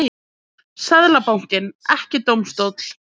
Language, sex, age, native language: Icelandic, female, 20-29, Icelandic